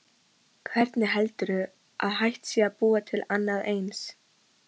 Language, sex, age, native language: Icelandic, female, 13, Icelandic